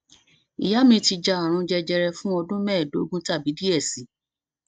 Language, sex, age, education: Yoruba, female, 30-45, tertiary